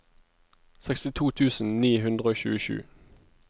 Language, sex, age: Norwegian, male, 25